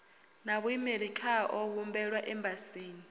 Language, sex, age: Venda, female, 22